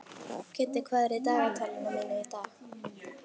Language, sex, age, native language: Icelandic, female, 11, Icelandic